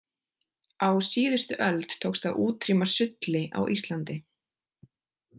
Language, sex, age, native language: Icelandic, female, 20-29, Icelandic